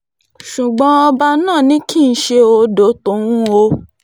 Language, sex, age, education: Yoruba, female, 30-45, tertiary